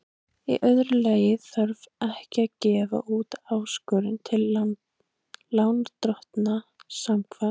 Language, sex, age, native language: Icelandic, female, 18-19, Icelandic